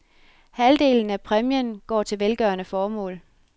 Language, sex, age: Danish, female, 33